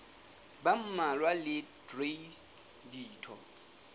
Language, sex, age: Southern Sotho, male, 18